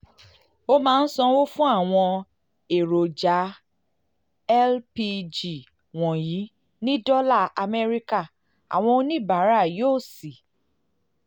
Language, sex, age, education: Yoruba, female, 30-45, tertiary